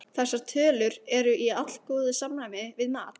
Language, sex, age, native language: Icelandic, female, 15, Icelandic